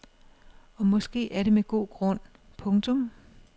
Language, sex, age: Danish, female, 56